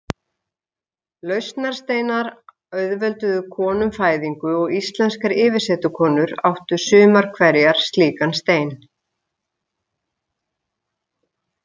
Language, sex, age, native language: Icelandic, female, 50-59, Icelandic